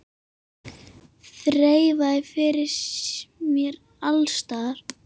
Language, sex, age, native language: Icelandic, female, 7, Icelandic